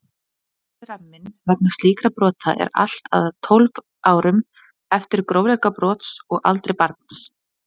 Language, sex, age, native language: Icelandic, female, 20-29, Icelandic